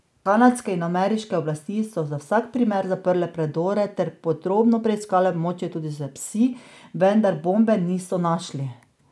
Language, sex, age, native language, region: Slovenian, female, 30-49, Slovenian, Drava region